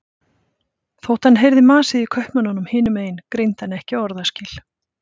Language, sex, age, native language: Icelandic, female, 50-59, Icelandic